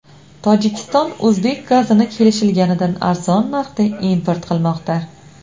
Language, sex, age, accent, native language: Uzbek, female, 25-34, Navoiy, Uzbek